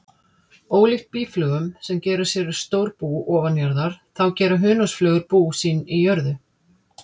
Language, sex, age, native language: Icelandic, female, 50-59, Icelandic